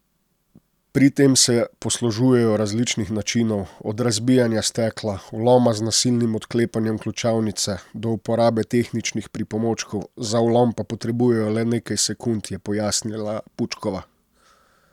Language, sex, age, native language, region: Slovenian, male, 30-49, Slovenian, Posavska region